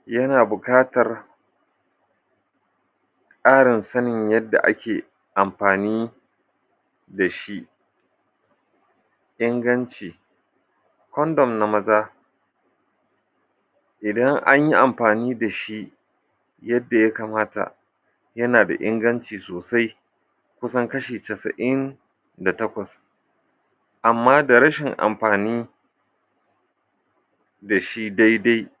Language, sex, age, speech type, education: Hausa, male, 46-60, spontaneous, tertiary